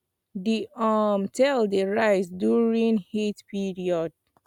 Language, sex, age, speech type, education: Nigerian Pidgin, female, 15-29, spontaneous, tertiary